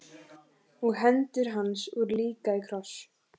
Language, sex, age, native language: Icelandic, female, 14, Icelandic